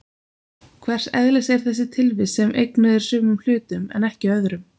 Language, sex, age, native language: Icelandic, female, 20-29, Icelandic